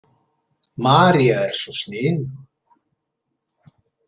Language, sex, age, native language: Icelandic, male, 70-79, Icelandic